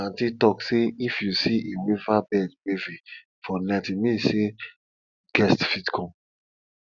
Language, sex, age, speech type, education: Nigerian Pidgin, male, 30-45, spontaneous, tertiary